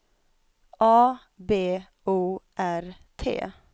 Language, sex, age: Swedish, female, 25